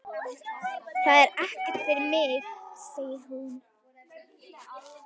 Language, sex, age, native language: Icelandic, female, 11, Icelandic